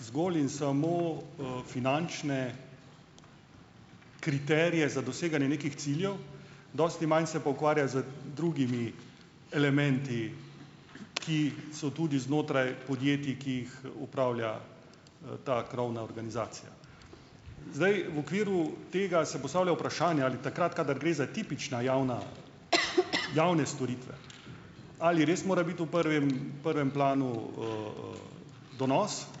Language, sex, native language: Slovenian, male, Slovenian